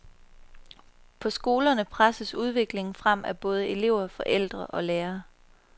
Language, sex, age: Danish, female, 23